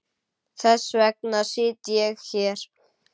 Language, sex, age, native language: Icelandic, male, 9, Icelandic